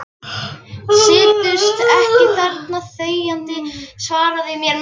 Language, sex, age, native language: Icelandic, female, 11, Icelandic